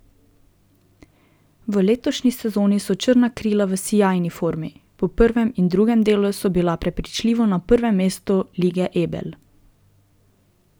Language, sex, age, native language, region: Slovenian, female, 18-29, Slovenian, Drava region